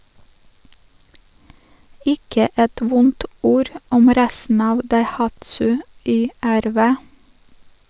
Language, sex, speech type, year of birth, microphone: Norwegian, female, read, 1983, Sennheiser